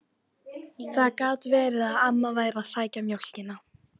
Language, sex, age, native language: Icelandic, female, 13, Icelandic